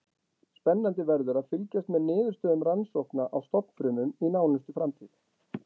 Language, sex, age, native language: Icelandic, male, 40-49, Icelandic